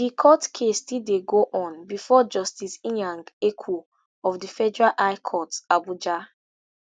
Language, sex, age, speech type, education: Nigerian Pidgin, female, 15-29, spontaneous, tertiary